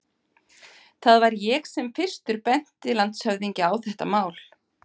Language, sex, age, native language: Icelandic, female, 50-59, Icelandic